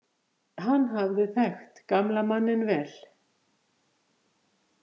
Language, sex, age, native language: Icelandic, female, 50-59, Icelandic